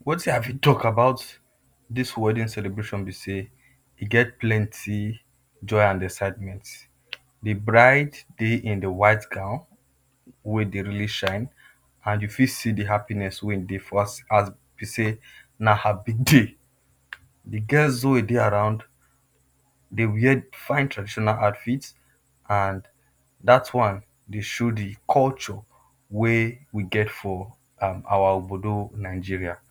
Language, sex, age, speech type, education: Nigerian Pidgin, male, 30-45, spontaneous, tertiary